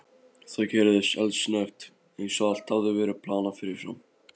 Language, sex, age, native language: Icelandic, male, 15, Polish